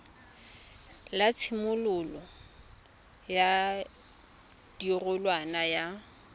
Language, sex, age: Tswana, female, 24